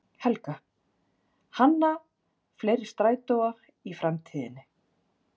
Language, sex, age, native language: Icelandic, female, 40-49, Icelandic